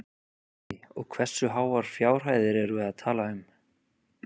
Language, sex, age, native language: Icelandic, male, 30-39, Icelandic